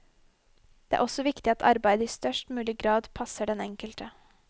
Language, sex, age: Norwegian, female, 21